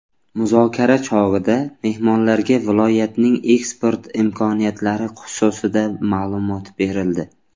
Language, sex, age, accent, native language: Uzbek, male, 25-34, Samarqand, Uzbek